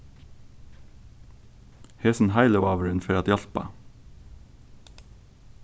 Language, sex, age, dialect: Faroese, male, 15-35, Suðurstreymoy